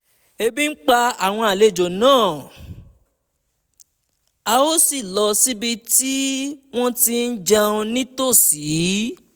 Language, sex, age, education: Yoruba, male, 15-29, tertiary